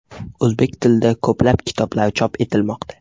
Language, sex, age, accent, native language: Uzbek, male, 18-24, Toshkent shahri, Uzbek